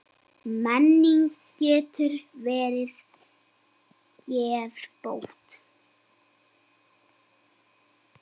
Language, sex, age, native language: Icelandic, female, 7, Icelandic